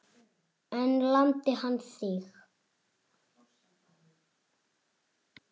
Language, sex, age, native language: Icelandic, male, 6, Icelandic